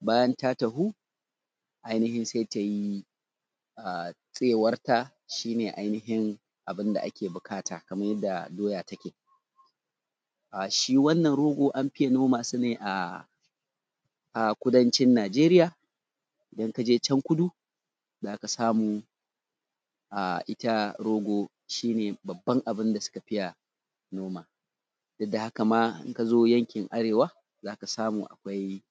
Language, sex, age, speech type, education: Hausa, male, 30-45, spontaneous, tertiary